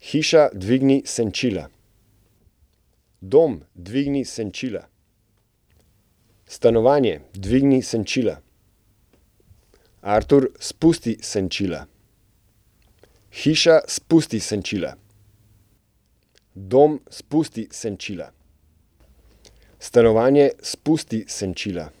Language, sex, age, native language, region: Slovenian, male, 30-49, Slovenian, Central Slovenia